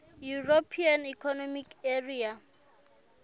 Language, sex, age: Southern Sotho, female, 22